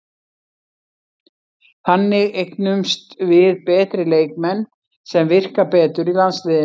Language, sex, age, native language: Icelandic, female, 60-69, Icelandic